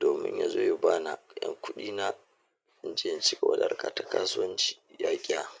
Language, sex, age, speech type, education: Hausa, male, 46-60, spontaneous, tertiary